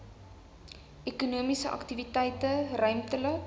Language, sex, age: Afrikaans, female, 19